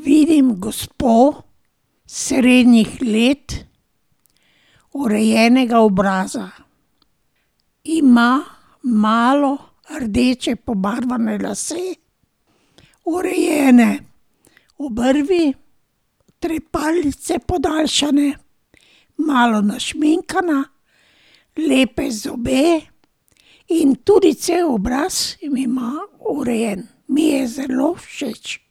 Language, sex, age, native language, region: Slovenian, female, 60+, Slovenian, Drava region